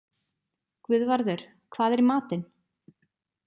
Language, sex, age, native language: Icelandic, female, 20-29, Icelandic